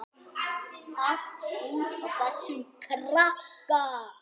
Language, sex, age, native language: Icelandic, male, 8, Icelandic